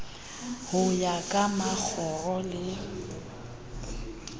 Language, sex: Southern Sotho, female